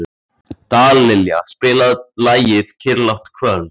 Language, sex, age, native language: Icelandic, male, 14, Icelandic